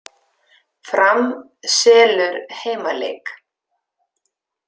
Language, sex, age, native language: Icelandic, female, 50-59, Icelandic